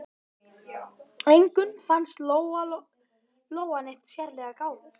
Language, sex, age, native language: Icelandic, male, 12, Icelandic